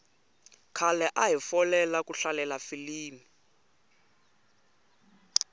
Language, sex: Tsonga, male